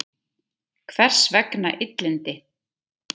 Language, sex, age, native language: Icelandic, female, 30-39, Icelandic